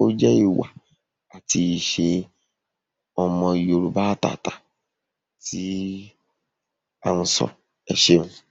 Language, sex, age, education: Yoruba, female, 30-45, secondary